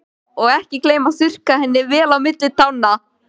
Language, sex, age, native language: Icelandic, male, 13, Icelandic